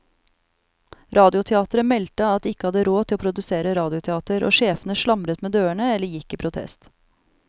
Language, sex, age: Norwegian, female, 34